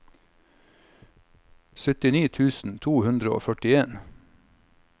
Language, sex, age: Norwegian, male, 45